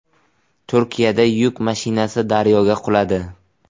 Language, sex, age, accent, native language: Uzbek, male, 18-24, Buxoro, Uzbek